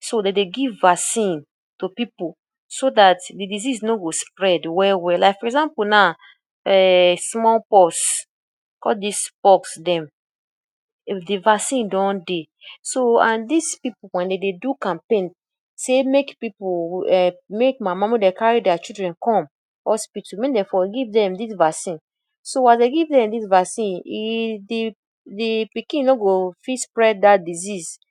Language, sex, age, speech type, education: Nigerian Pidgin, female, 30-45, spontaneous, tertiary